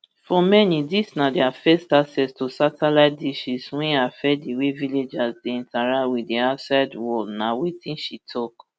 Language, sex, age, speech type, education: Nigerian Pidgin, female, 30-45, spontaneous, tertiary